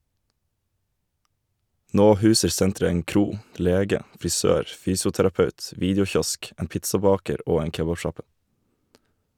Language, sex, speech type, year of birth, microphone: Norwegian, male, read, 1991, Shure